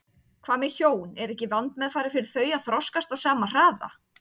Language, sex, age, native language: Icelandic, female, 30-39, Icelandic